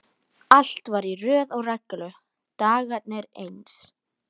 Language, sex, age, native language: Icelandic, female, 12, Icelandic